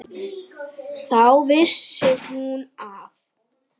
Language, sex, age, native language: Icelandic, female, 9, Icelandic